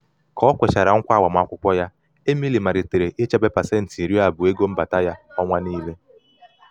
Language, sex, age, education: Igbo, male, 15-29, tertiary